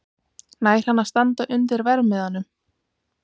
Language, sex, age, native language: Icelandic, female, 20-29, Icelandic